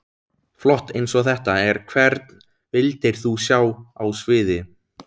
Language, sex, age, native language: Icelandic, male, 17, Icelandic